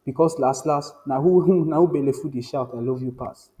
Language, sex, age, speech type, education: Nigerian Pidgin, male, 15-29, spontaneous, tertiary